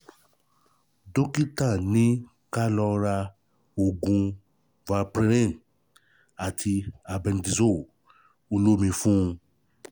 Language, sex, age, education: Yoruba, male, 30-45, tertiary